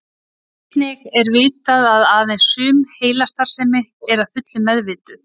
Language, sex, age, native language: Icelandic, female, 30-39, Icelandic